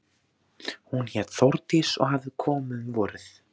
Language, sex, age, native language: Icelandic, male, 14, Icelandic